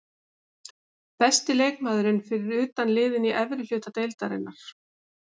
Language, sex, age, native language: Icelandic, female, 50-59, Icelandic